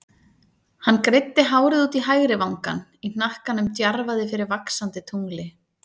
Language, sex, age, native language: Icelandic, female, 30-39, Icelandic